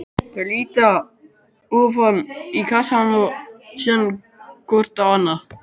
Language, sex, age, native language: Icelandic, male, 12, Icelandic